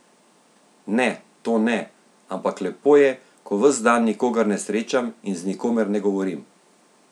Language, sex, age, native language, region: Slovenian, male, 50-59, Slovenian, Central Slovenia